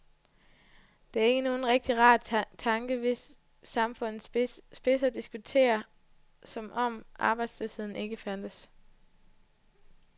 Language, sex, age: Danish, female, 20